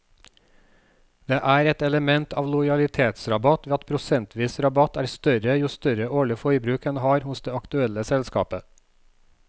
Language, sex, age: Norwegian, male, 36